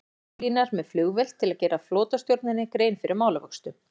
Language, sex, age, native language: Icelandic, female, 14, Icelandic